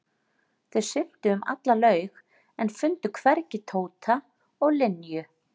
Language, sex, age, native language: Icelandic, female, 40-49, Icelandic